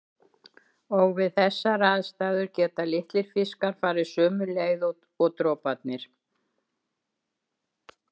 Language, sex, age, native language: Icelandic, female, 70-79, Icelandic